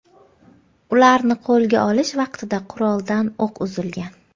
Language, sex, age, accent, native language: Uzbek, female, 25-34, Andijon, Uzbek